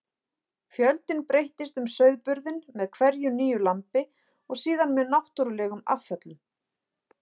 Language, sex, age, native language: Icelandic, female, 40-49, Icelandic